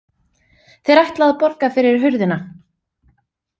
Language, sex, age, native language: Icelandic, female, 30-39, Icelandic